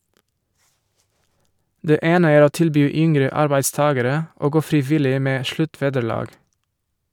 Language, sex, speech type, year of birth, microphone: Norwegian, male, read, 1978, Shure